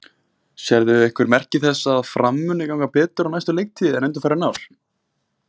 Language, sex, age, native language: Icelandic, male, 20-29, Icelandic